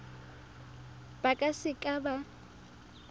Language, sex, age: Tswana, female, 23